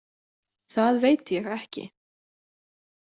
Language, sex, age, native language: Icelandic, female, 20-29, Icelandic